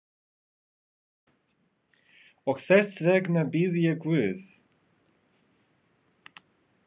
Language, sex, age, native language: Icelandic, male, 30-39, Russian